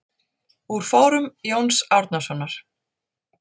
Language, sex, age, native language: Icelandic, female, 40-49, Icelandic